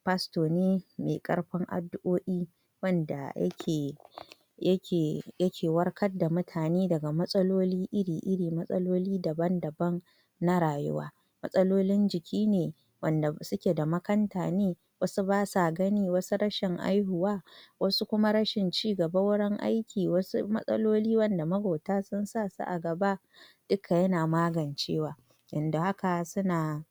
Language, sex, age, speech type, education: Hausa, female, 46-60, spontaneous, tertiary